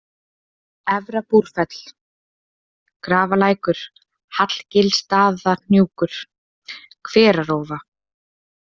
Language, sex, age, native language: Icelandic, female, 20-29, Icelandic